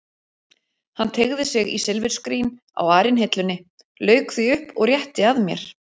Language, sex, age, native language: Icelandic, female, 40-49, Icelandic